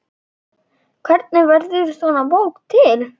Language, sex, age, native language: Icelandic, male, 9, Icelandic